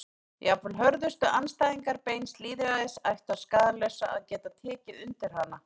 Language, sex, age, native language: Icelandic, female, 30-39, Icelandic